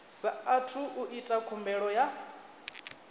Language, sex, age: Venda, male, 19